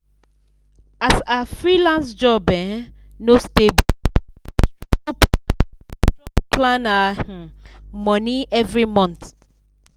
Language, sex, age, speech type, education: Nigerian Pidgin, female, 15-29, spontaneous, secondary